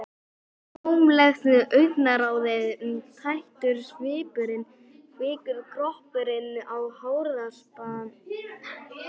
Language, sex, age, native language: Icelandic, male, 11, Icelandic